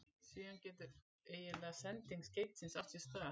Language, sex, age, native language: Icelandic, female, 40-49, Icelandic